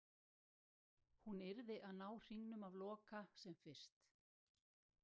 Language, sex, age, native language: Icelandic, female, 60-69, Icelandic